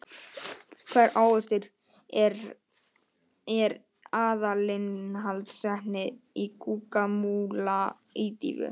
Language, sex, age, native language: Icelandic, male, 18-19, Icelandic